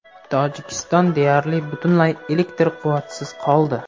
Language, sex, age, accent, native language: Uzbek, male, 18-24, Namangan, Uzbek